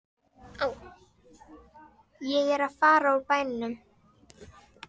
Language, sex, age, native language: Icelandic, female, 12, Icelandic